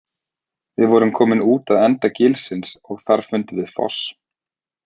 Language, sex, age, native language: Icelandic, male, 30-39, Icelandic